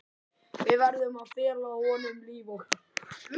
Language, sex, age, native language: Icelandic, male, 11, Icelandic